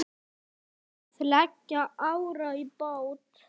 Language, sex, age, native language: Icelandic, male, 6, Icelandic